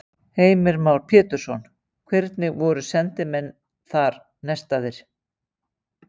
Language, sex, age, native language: Icelandic, female, 50-59, Icelandic